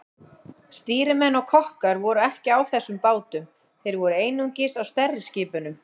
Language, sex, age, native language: Icelandic, female, 40-49, Icelandic